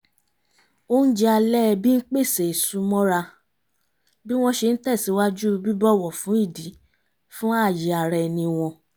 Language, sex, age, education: Yoruba, female, 30-45, tertiary